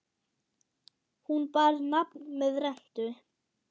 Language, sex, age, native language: Icelandic, female, 8, German